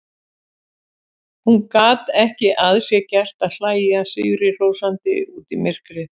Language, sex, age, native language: Icelandic, female, 70-79, Icelandic